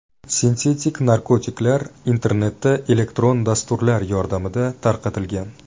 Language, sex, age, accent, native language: Uzbek, male, 19-29, Buxoro, Uzbek